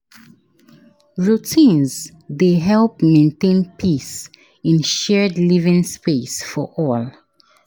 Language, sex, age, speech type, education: Nigerian Pidgin, female, 15-29, spontaneous, tertiary